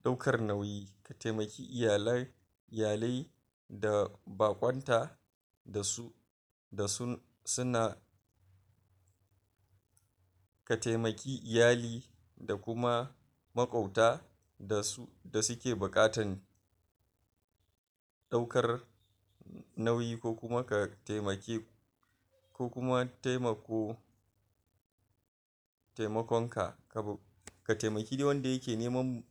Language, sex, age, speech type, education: Hausa, male, 46-60, spontaneous, tertiary